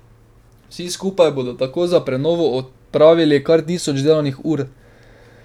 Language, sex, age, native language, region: Slovenian, male, 12-17, Slovenian, Drava region